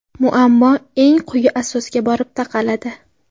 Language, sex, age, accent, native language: Uzbek, female, 18-24, Qashqadaryo, Uzbek